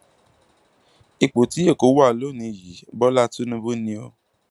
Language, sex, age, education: Yoruba, male, 15-29, tertiary